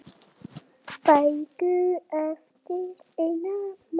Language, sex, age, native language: Icelandic, male, 7, Icelandic